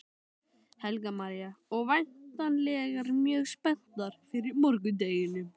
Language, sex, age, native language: Icelandic, male, 12, Icelandic